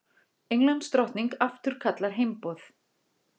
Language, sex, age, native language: Icelandic, female, 40-49, Icelandic